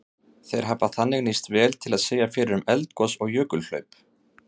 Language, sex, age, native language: Icelandic, male, 30-39, Icelandic